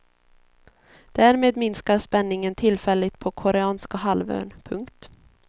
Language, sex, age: Swedish, female, 22